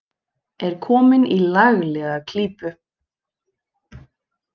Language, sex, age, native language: Icelandic, female, 20-29, Icelandic